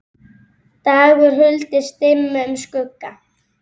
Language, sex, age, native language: Icelandic, female, 8, Icelandic